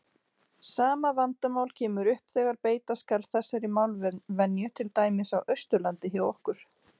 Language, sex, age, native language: Icelandic, female, 40-49, Icelandic